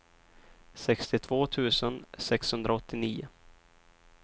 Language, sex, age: Swedish, male, 23